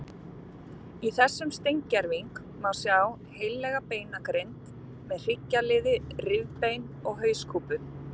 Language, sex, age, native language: Icelandic, female, 50-59, Icelandic